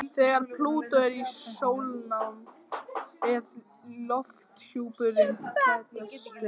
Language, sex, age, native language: Icelandic, male, 18-19, Icelandic